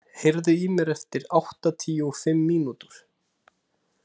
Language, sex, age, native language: Icelandic, male, 30-39, Icelandic